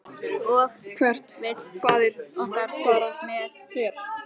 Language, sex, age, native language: Icelandic, female, 13, Icelandic